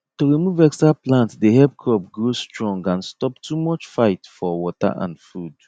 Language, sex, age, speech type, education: Nigerian Pidgin, male, 30-45, spontaneous, tertiary